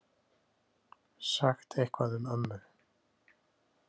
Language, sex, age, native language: Icelandic, male, 30-39, Icelandic